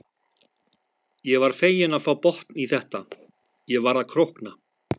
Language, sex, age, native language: Icelandic, male, 50-59, Icelandic